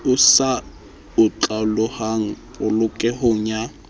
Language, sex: Southern Sotho, male